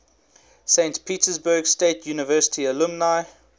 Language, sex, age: English, male, 21